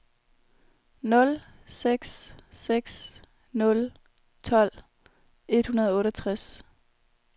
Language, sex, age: Danish, female, 21